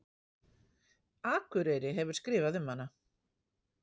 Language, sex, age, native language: Icelandic, female, 50-59, Icelandic